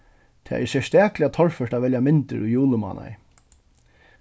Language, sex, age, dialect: Faroese, male, 36-60, Suðurstreymoy